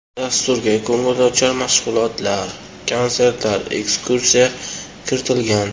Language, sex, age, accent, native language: Uzbek, male, 25-34, Toshkent shahri, Uzbek